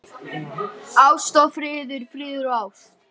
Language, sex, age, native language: Icelandic, male, 12, Icelandic